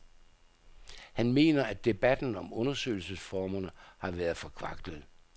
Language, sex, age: Danish, male, 67